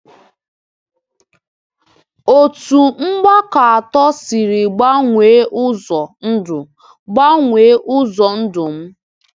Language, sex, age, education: Igbo, female, 15-29, tertiary